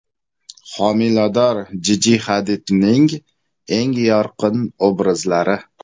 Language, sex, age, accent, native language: Uzbek, male, 25-34, Samarqand, Uzbek